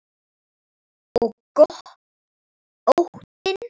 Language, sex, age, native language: Icelandic, female, 9, Icelandic